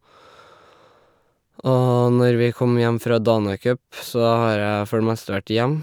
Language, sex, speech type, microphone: Norwegian, male, spontaneous, Shure